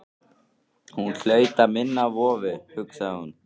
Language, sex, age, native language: Icelandic, male, 13, Icelandic